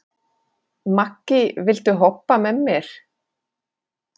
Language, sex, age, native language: Icelandic, female, 40-49, Finnish